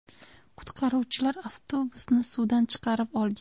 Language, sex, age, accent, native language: Uzbek, female, 18-24, Andijon, Uzbek